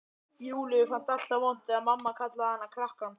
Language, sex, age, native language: Icelandic, male, 12, Icelandic